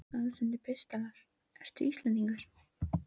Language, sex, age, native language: Icelandic, female, 13, Icelandic